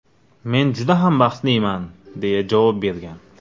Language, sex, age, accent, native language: Uzbek, male, 25-34, Navoiy, Uzbek